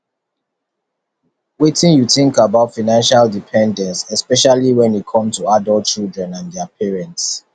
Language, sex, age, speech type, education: Nigerian Pidgin, male, 30-45, spontaneous, tertiary